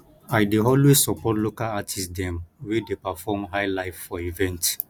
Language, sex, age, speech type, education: Nigerian Pidgin, male, 15-29, spontaneous, tertiary